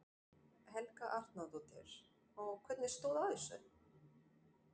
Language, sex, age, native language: Icelandic, female, 40-49, French